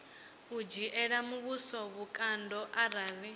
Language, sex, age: Venda, female, 18